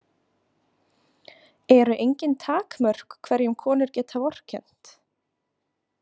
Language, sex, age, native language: Icelandic, female, 20-29, Icelandic